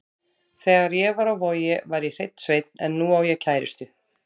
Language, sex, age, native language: Icelandic, female, 30-39, Icelandic